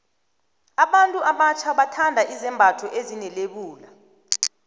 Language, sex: South Ndebele, female